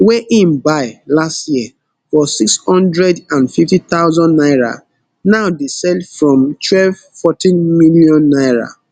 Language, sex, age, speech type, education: Nigerian Pidgin, male, 15-29, spontaneous, tertiary